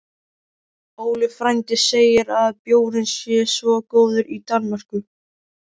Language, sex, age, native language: Icelandic, male, 13, Icelandic